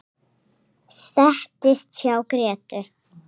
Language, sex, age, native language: Icelandic, female, 5, Icelandic